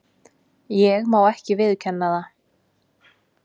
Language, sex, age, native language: Icelandic, female, 20-29, Icelandic